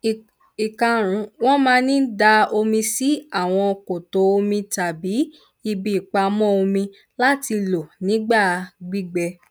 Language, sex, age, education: Yoruba, female, 15-29, primary